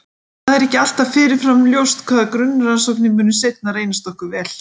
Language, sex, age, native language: Icelandic, female, 50-59, Icelandic